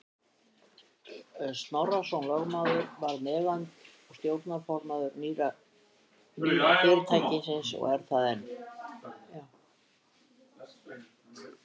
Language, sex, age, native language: Icelandic, female, 70-79, Icelandic